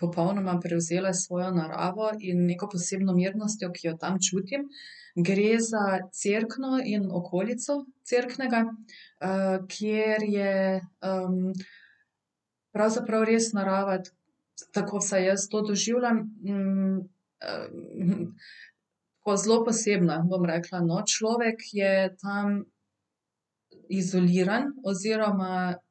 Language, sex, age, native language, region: Slovenian, female, 30-49, Slovenian, Central Slovenia